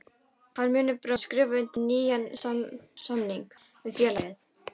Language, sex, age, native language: Icelandic, female, 18-19, Icelandic